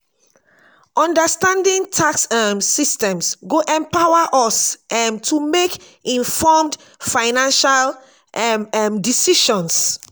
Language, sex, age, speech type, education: Nigerian Pidgin, female, 46-60, spontaneous, tertiary